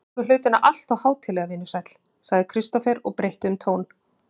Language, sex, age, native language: Icelandic, female, 50-59, Icelandic